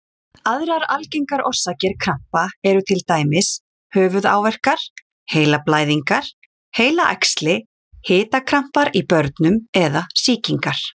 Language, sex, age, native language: Icelandic, female, 40-49, Icelandic